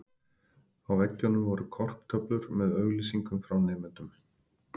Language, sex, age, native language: Icelandic, male, 50-59, Icelandic